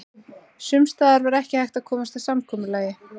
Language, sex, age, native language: Icelandic, female, 30-39, Icelandic